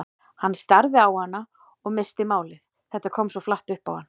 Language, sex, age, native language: Icelandic, female, 40-49, Icelandic